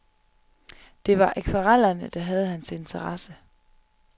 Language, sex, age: Danish, female, 25